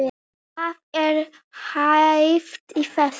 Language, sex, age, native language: Icelandic, male, 8, Icelandic